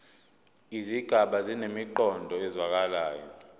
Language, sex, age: Zulu, male, 22